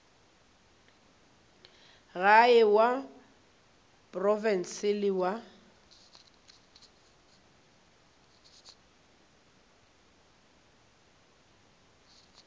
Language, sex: Northern Sotho, female